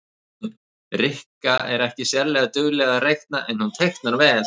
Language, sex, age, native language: Icelandic, male, 30-39, Icelandic